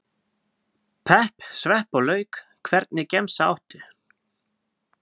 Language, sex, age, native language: Icelandic, male, 20-29, Icelandic